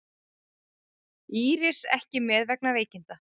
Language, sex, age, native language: Icelandic, female, 30-39, Icelandic